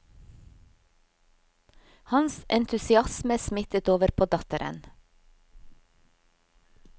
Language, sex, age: Norwegian, female, 50